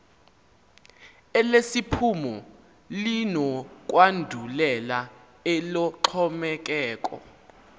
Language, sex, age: Xhosa, male, 19